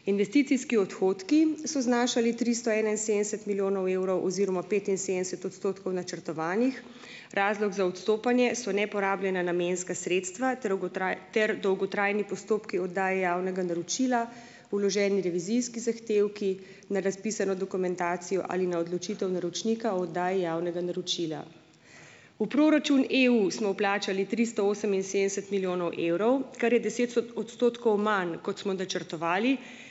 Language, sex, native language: Slovenian, female, Slovenian